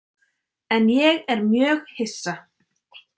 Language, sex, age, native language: Icelandic, female, 30-39, Icelandic